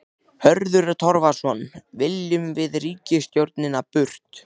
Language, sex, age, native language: Icelandic, male, 14, Icelandic